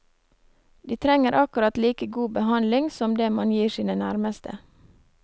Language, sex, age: Norwegian, female, 23